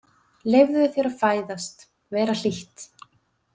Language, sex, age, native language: Icelandic, female, 20-29, Icelandic